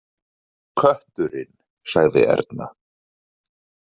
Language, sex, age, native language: Icelandic, male, 40-49, Icelandic